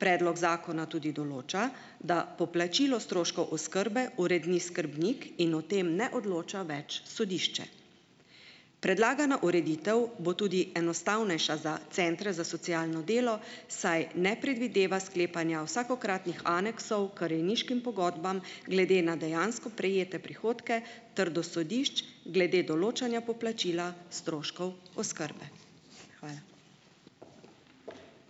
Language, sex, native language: Slovenian, female, Slovenian